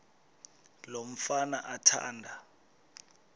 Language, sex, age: Xhosa, male, 20